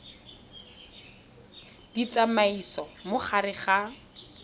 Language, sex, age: Tswana, female, 21